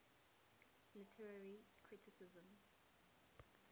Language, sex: English, female